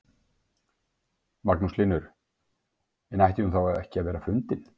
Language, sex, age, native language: Icelandic, male, 50-59, Icelandic